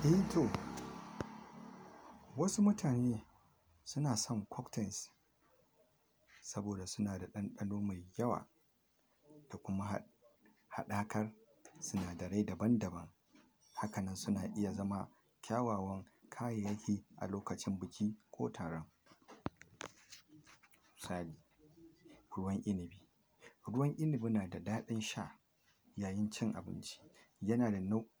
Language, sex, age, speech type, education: Hausa, male, 46-60, spontaneous, tertiary